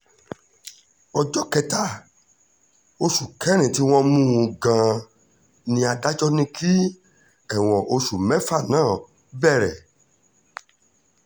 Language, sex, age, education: Yoruba, male, 30-45, tertiary